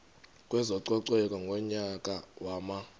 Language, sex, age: Xhosa, male, 32